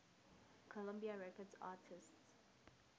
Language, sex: English, female